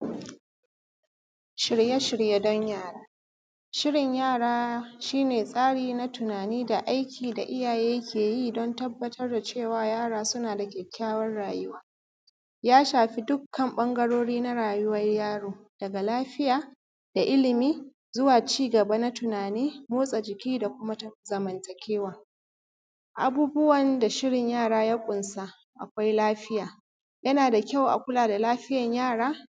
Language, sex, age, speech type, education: Hausa, female, 30-45, spontaneous, primary